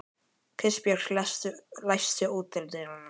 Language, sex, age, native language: Icelandic, female, 12, Icelandic